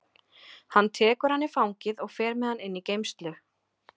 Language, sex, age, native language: Icelandic, female, 30-39, Icelandic